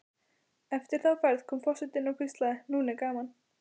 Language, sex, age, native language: Icelandic, female, 12, Icelandic